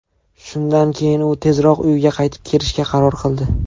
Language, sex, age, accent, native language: Uzbek, male, 19-29, Farg'ona, Uzbek